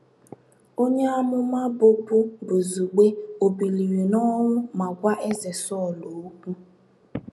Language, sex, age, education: Igbo, female, 15-29, tertiary